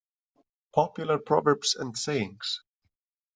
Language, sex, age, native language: Icelandic, male, 30-39, Icelandic